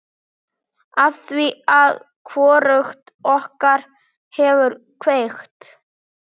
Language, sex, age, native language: Icelandic, female, 8, Icelandic